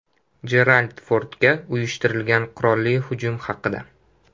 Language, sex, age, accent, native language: Uzbek, male, 18-24, Toshkent shahri, Uzbek